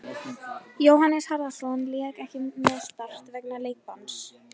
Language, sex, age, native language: Icelandic, female, 18-19, Icelandic